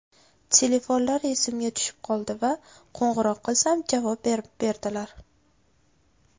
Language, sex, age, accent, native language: Uzbek, female, 18-24, Navoiy, Uzbek